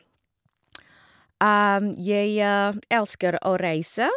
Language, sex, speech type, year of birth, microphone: Norwegian, female, spontaneous, 1978, Shure